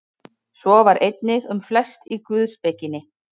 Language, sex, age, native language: Icelandic, female, 30-39, Icelandic